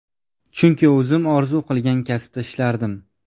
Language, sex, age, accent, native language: Uzbek, male, 18-24, Jizzax, Uzbek